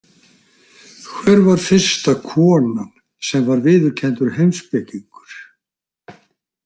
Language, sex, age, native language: Icelandic, male, 60-69, Icelandic